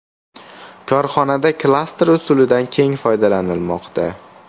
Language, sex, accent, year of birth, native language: Uzbek, male, Farg'ona, 2000, Uzbek